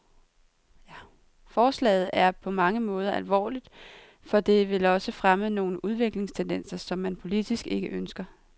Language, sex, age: Danish, female, 23